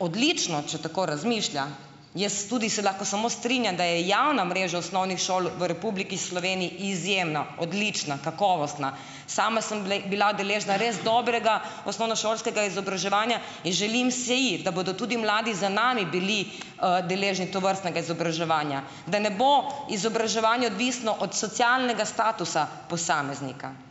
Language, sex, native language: Slovenian, female, Slovenian